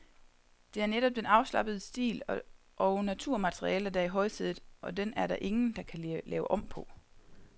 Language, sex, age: Danish, female, 30